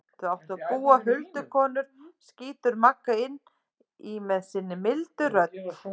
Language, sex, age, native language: Icelandic, female, 30-39, Icelandic